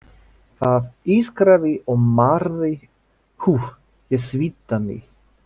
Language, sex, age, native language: Icelandic, male, 30-39, French